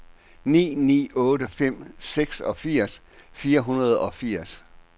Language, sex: Danish, male